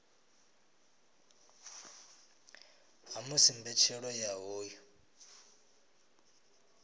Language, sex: Venda, male